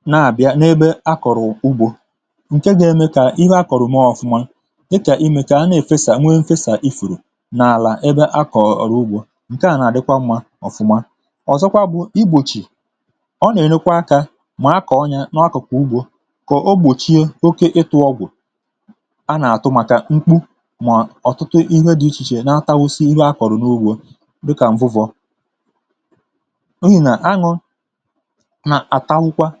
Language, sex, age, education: Igbo, male, 30-45, tertiary